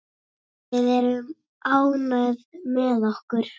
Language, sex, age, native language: Icelandic, female, 9, Icelandic